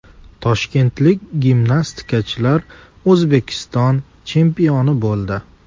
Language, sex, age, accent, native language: Uzbek, male, 18-24, Farg'ona, Uzbek